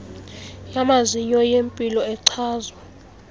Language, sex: Xhosa, female